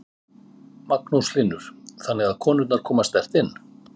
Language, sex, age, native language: Icelandic, male, 50-59, Icelandic